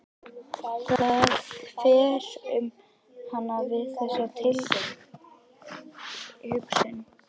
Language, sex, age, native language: Icelandic, female, 11, Icelandic